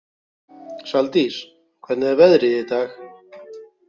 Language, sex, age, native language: Icelandic, male, 40-49, Icelandic